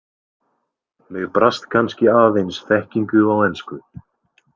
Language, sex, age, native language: Icelandic, male, 20-29, Icelandic